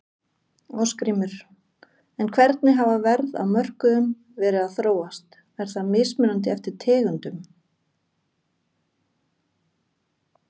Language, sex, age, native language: Icelandic, female, 40-49, Icelandic